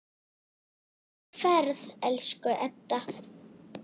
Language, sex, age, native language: Icelandic, female, 8, Icelandic